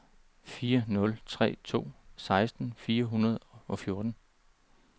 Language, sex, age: Danish, male, 39